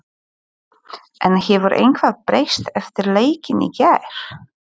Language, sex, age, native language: Icelandic, female, 40-49, Polish